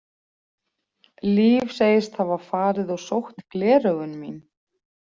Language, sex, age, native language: Icelandic, female, 40-49, Icelandic